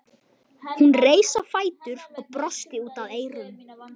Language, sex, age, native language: Icelandic, male, 11, Icelandic